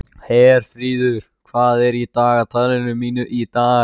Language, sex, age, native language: Icelandic, male, 14, Icelandic